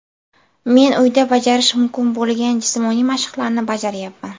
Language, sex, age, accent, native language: Uzbek, female, 19-29, Buxoro, Uzbek